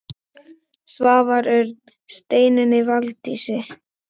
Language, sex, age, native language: Icelandic, male, 12, Icelandic